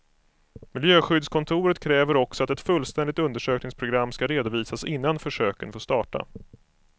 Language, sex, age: Swedish, male, 25